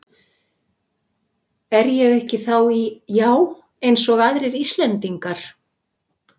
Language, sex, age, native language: Icelandic, female, 60-69, Icelandic